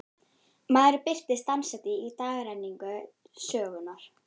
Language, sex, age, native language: Icelandic, female, 12, Icelandic